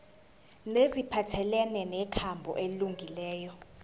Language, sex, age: Zulu, female, 19